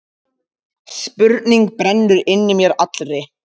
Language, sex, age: Icelandic, other, 50-59